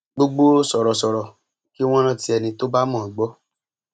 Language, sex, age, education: Yoruba, male, 30-45, tertiary